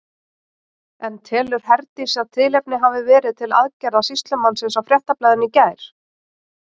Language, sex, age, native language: Icelandic, female, 30-39, Icelandic